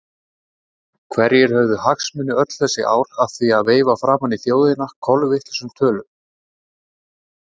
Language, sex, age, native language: Icelandic, male, 30-39, Icelandic